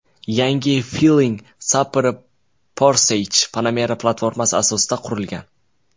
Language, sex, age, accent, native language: Uzbek, male, 19-29, Jizzax, Uzbek